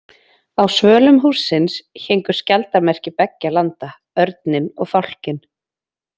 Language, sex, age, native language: Icelandic, female, 20-29, Icelandic